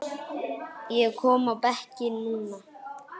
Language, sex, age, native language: Icelandic, male, 8, Icelandic